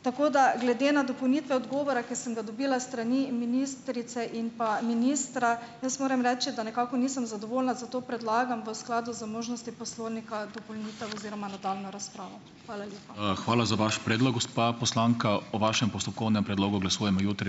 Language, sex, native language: Slovenian, female, Slovenian